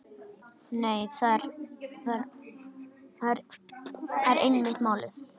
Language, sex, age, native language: Icelandic, male, 10, Icelandic